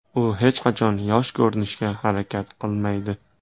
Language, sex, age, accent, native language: Uzbek, male, 18-24, Toshkent viloyati, Uzbek